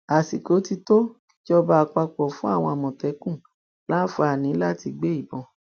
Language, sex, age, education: Yoruba, female, 60+, tertiary